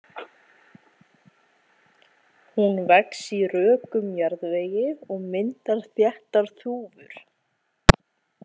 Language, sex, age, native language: Icelandic, female, 20-29, Icelandic